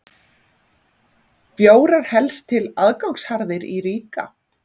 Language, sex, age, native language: Icelandic, female, 40-49, Icelandic